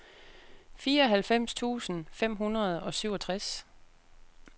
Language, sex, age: Danish, female, 36